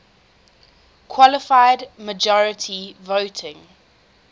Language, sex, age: English, female, 20